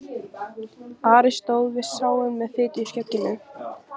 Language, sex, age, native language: Icelandic, female, 15, Icelandic